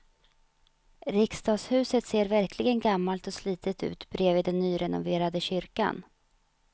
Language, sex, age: Swedish, female, 35